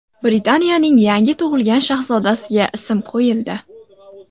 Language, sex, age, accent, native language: Uzbek, female, 18-24, Andijon, Uzbek